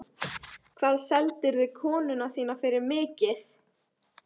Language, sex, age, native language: Icelandic, female, 13, Icelandic